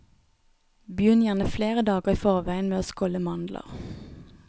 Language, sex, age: Norwegian, female, 29